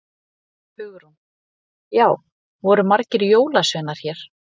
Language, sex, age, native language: Icelandic, female, 30-39, Icelandic